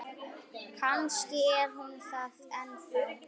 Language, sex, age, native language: Icelandic, male, 10, Icelandic